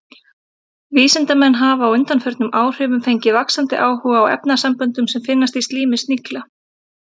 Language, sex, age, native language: Icelandic, female, 30-39, Icelandic